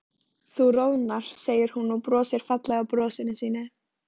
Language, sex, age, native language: Icelandic, female, 13, Icelandic